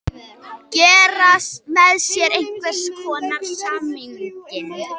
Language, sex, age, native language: Icelandic, female, 18-19, Icelandic